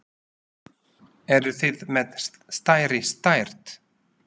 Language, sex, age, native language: Icelandic, male, 40-49, Slovak